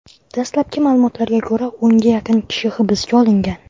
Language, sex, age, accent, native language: Uzbek, male, under 19, Toshkent viloyati, Uzbek